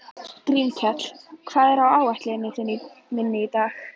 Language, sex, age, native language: Icelandic, female, 11, Icelandic